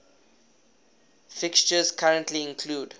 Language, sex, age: English, male, 21